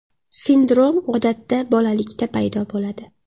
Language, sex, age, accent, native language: Uzbek, female, 19-29, Jizzax, Uzbek